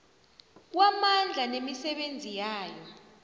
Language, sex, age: South Ndebele, female, 29